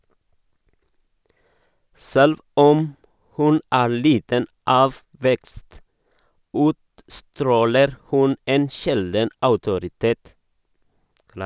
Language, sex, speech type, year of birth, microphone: Norwegian, male, read, 1978, Sennheiser